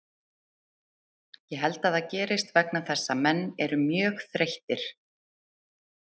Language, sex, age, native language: Icelandic, female, 30-39, Icelandic